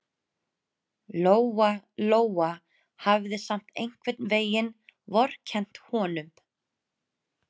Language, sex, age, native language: Icelandic, female, 30-39, Icelandic